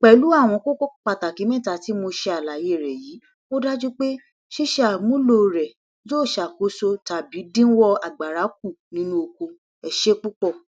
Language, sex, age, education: Yoruba, female, 60+, tertiary